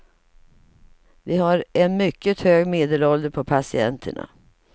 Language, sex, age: Swedish, female, 55